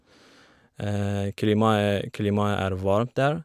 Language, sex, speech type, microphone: Norwegian, female, spontaneous, Shure